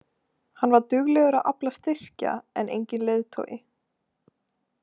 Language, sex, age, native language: Icelandic, female, 18-19, Icelandic